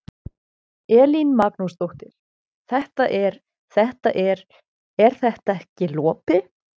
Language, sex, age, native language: Icelandic, female, 20-29, German